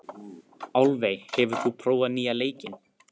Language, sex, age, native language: Icelandic, male, 15, Icelandic